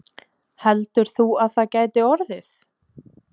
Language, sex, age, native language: Icelandic, female, 20-29, Icelandic